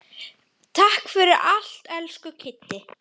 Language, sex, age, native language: Icelandic, male, 10, Icelandic